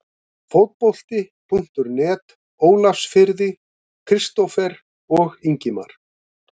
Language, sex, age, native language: Icelandic, male, 50-59, Icelandic